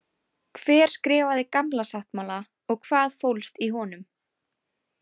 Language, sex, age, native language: Icelandic, female, 18-19, Icelandic